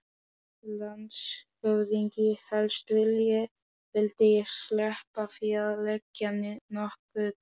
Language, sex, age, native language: Icelandic, male, 11, Polish